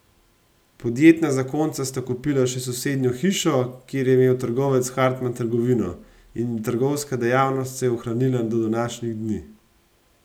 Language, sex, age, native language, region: Slovenian, male, 30-49, Slovenian, Gorenjska region